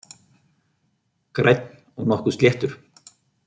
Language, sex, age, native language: Icelandic, male, 50-59, Icelandic